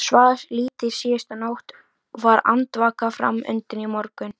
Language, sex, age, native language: Icelandic, female, 13, Icelandic